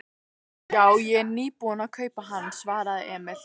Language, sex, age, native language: Icelandic, female, 15, Icelandic